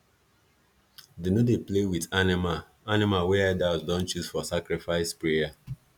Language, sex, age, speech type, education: Nigerian Pidgin, male, 15-29, spontaneous, tertiary